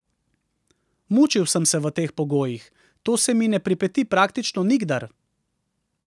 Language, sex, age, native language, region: Slovenian, male, 30-49, Slovenian, Central Slovenia